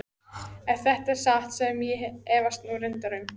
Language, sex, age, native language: Icelandic, female, 14, Icelandic